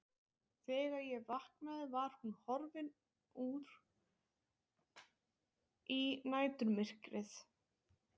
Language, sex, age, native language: Icelandic, female, 20-29, Icelandic